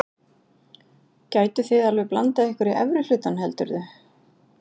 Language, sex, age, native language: Icelandic, female, 40-49, Icelandic